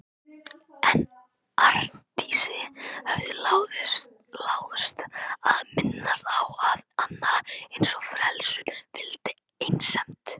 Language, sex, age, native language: Icelandic, male, 18-19, Icelandic